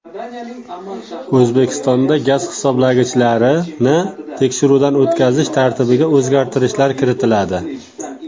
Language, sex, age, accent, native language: Uzbek, male, 19-29, Namangan, Uzbek